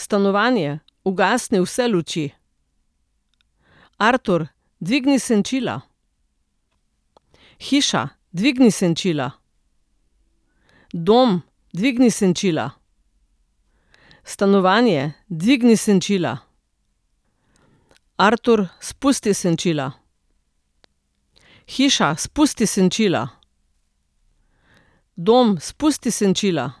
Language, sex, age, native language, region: Slovenian, female, 60+, Slovenian, Central Slovenia